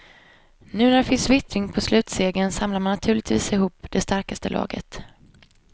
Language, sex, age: Swedish, female, 25